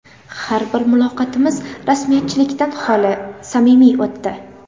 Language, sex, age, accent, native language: Uzbek, female, 18-24, Samarqand, Uzbek